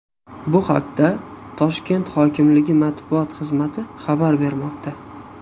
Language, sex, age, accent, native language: Uzbek, male, 18-24, Xorazm, Uzbek